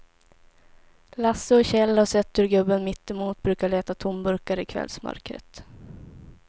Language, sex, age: Swedish, female, 17